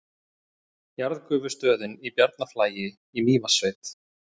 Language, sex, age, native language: Icelandic, male, 30-39, Icelandic